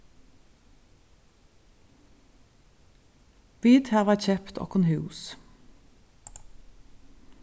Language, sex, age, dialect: Faroese, female, 36-60, Suðurstreymoy